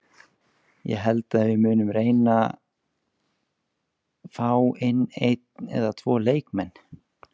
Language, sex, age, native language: Icelandic, male, 20-29, Icelandic